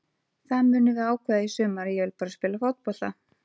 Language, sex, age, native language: Icelandic, female, 30-39, Icelandic